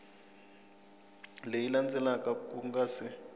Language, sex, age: Tsonga, male, 26